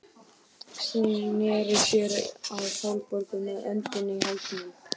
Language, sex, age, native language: Icelandic, male, 12, Icelandic